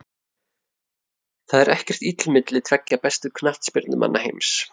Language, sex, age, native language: Icelandic, male, 30-39, Icelandic